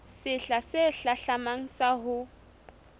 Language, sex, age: Southern Sotho, female, 20